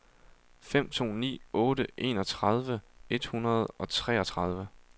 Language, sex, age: Danish, male, 22